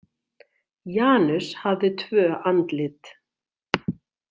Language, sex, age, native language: Icelandic, female, 60-69, Icelandic